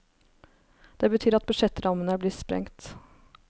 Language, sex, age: Norwegian, female, 23